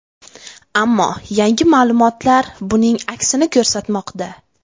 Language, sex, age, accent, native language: Uzbek, female, 18-24, Buxoro, Uzbek